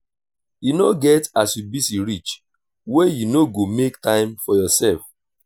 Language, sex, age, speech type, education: Nigerian Pidgin, male, 30-45, spontaneous, tertiary